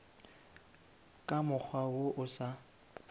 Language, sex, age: Northern Sotho, male, 18